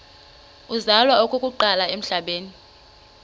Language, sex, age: Xhosa, female, 33